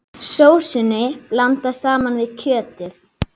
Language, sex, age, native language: Icelandic, female, 8, Icelandic